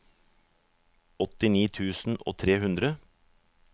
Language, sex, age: Norwegian, male, 44